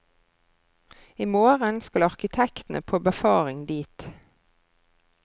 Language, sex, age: Norwegian, female, 33